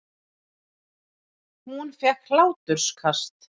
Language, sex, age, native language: Icelandic, female, 30-39, Icelandic